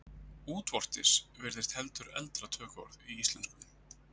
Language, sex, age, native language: Icelandic, male, 30-39, Icelandic